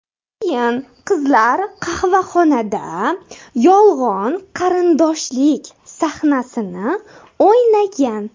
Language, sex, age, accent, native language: Uzbek, female, 18-24, Samarqand, Uzbek